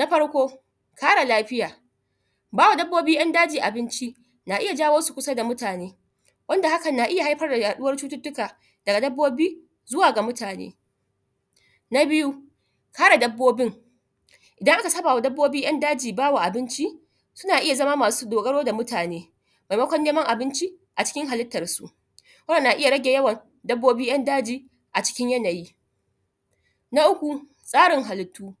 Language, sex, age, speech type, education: Hausa, female, 30-45, spontaneous, tertiary